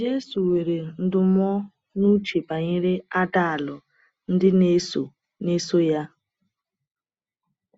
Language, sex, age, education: Igbo, female, 30-45, tertiary